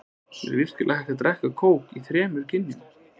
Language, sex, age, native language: Icelandic, male, 20-29, Icelandic